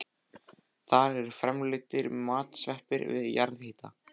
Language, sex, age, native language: Icelandic, male, 14, Icelandic